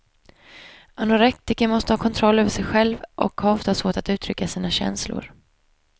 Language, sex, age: Swedish, female, 25